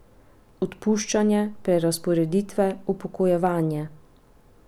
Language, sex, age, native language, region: Slovenian, female, 30-49, Slovenian, Pomurje region